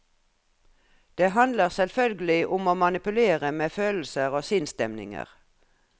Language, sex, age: Norwegian, female, 57